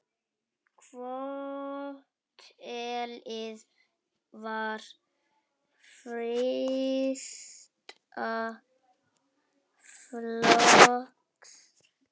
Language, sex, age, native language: Icelandic, male, 6, Icelandic